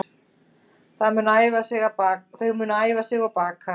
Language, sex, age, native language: Icelandic, female, 30-39, Icelandic